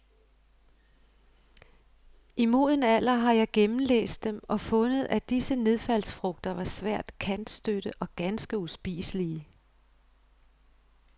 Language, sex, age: Danish, female, 55